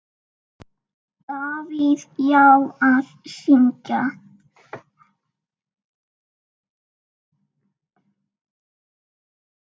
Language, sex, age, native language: Icelandic, female, 7, Icelandic